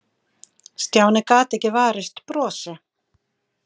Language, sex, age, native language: Icelandic, female, 50-59, Icelandic